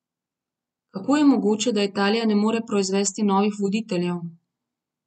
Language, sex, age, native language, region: Slovenian, female, 30-49, Slovenian, Gorenjska region